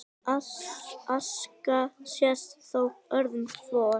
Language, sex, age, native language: Icelandic, female, 18-19, Icelandic